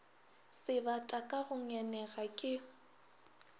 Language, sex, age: Northern Sotho, female, 21